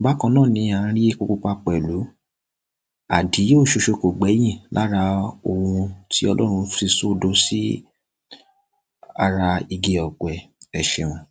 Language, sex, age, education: Yoruba, male, 15-29, tertiary